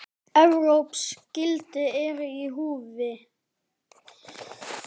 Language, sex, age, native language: Icelandic, male, 10, Icelandic